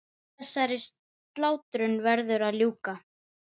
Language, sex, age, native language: Icelandic, female, 10, Icelandic